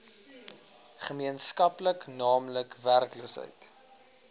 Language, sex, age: Afrikaans, male, 19